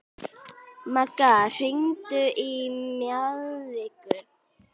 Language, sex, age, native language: Icelandic, other, 11, Icelandic